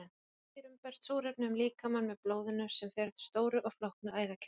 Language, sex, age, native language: Icelandic, female, 40-49, Icelandic